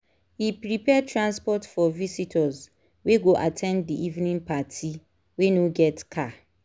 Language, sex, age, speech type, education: Nigerian Pidgin, female, 15-29, spontaneous, tertiary